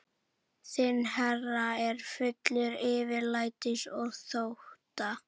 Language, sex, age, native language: Icelandic, female, 11, Icelandic